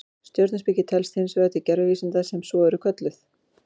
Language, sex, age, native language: Icelandic, female, 40-49, Icelandic